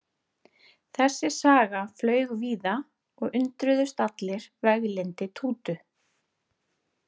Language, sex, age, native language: Icelandic, female, 30-39, Icelandic